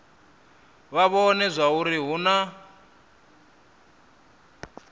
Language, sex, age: Venda, male, 27